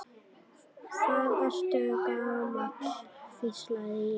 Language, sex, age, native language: Icelandic, female, 9, Icelandic